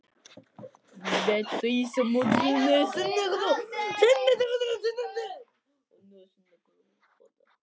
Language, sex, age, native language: Icelandic, other, 11, Icelandic